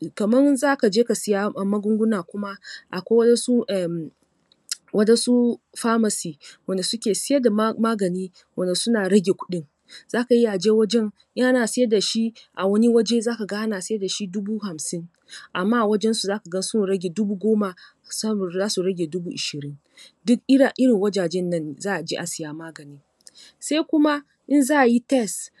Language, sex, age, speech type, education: Hausa, female, 30-45, spontaneous, tertiary